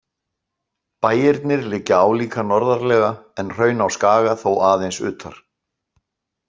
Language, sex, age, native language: Icelandic, male, 60-69, Icelandic